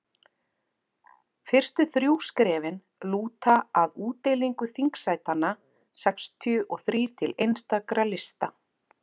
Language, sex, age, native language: Icelandic, female, 40-49, Icelandic